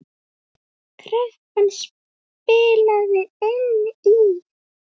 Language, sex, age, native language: Icelandic, female, 8, Icelandic